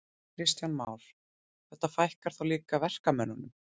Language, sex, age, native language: Icelandic, female, 30-39, Icelandic